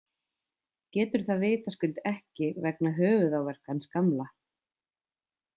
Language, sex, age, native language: Icelandic, female, 20-29, Icelandic